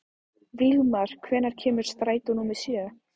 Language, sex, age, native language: Icelandic, female, 14, Icelandic